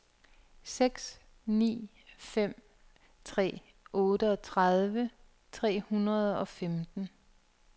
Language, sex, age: Danish, female, 42